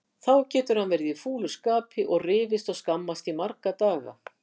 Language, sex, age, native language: Icelandic, female, 60-69, Icelandic